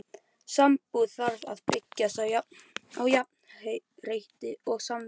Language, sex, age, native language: Icelandic, male, 11, Icelandic